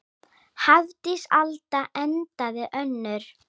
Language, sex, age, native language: Icelandic, female, 10, Icelandic